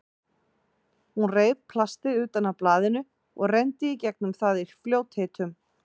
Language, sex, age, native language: Icelandic, female, 40-49, Icelandic